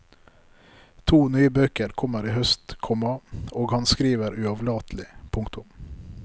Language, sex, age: Norwegian, male, 33